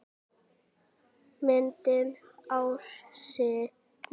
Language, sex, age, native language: Icelandic, female, 9, Icelandic